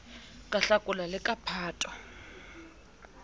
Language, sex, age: Southern Sotho, female, 27